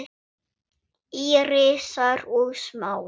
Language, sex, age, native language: Icelandic, female, 7, Swedish